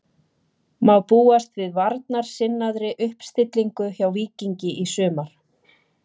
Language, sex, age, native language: Icelandic, female, 30-39, Icelandic